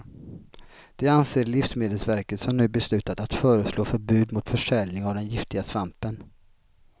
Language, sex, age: Swedish, male, 33